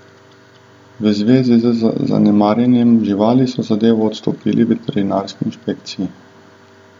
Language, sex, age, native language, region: Slovenian, male, 30-49, Slovenian, Southeast Slovenia